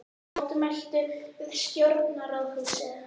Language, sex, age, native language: Icelandic, female, 18-19, Icelandic